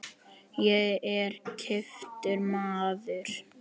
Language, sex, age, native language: Icelandic, male, 10, Icelandic